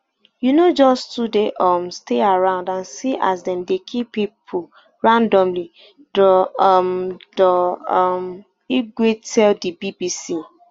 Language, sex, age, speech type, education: Nigerian Pidgin, female, 15-29, spontaneous, tertiary